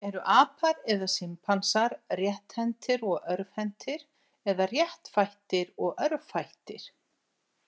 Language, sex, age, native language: Icelandic, female, 60-69, Icelandic